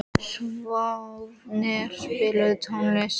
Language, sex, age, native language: Icelandic, male, 12, Icelandic